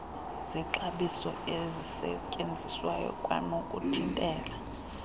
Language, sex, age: Xhosa, female, 35